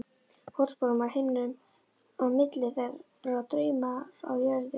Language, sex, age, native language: Icelandic, female, 11, Icelandic